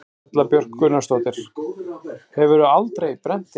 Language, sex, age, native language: Icelandic, male, 40-49, Icelandic